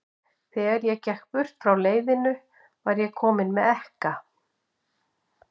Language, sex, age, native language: Icelandic, female, 50-59, Icelandic